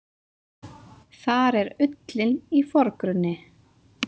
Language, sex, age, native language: Icelandic, female, 20-29, Icelandic